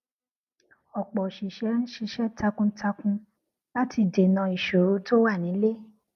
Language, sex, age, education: Yoruba, female, 15-29, tertiary